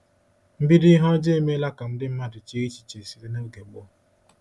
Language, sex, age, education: Igbo, male, 15-29, tertiary